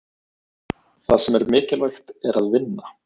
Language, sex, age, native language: Icelandic, male, 30-39, Icelandic